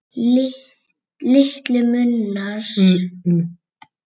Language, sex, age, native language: Icelandic, female, 8, Icelandic